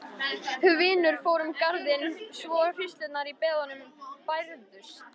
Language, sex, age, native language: Icelandic, female, 13, Icelandic